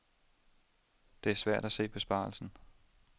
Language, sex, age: Danish, male, 27